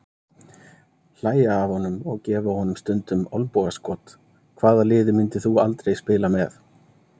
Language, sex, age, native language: Icelandic, male, 30-39, Icelandic